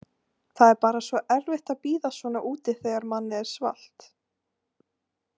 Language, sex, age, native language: Icelandic, female, 18-19, Icelandic